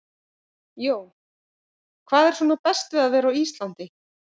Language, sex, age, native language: Icelandic, female, 50-59, Icelandic